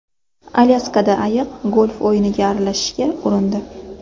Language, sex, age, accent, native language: Uzbek, female, 25-34, Sirdaryo, Uzbek